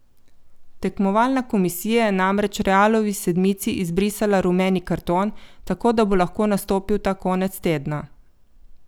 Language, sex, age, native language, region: Slovenian, female, 50-59, Slovenian, Coastal Karst region